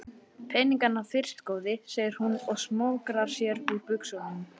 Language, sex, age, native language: Icelandic, male, 11, Icelandic